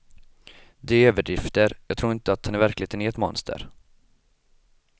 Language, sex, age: Swedish, male, 25